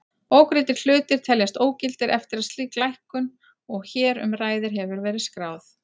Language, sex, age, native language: Icelandic, female, 40-49, Icelandic